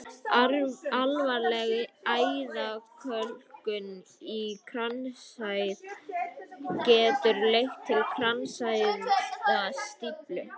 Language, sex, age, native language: Icelandic, female, 50-59, Icelandic